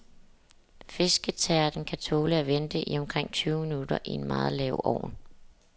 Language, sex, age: Danish, female, 27